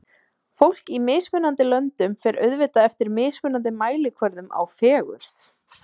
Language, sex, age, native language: Icelandic, female, 20-29, Icelandic